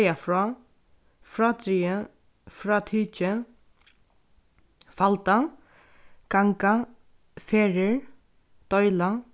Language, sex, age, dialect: Faroese, female, 15-35, Norðurstreymoy/Eysturoy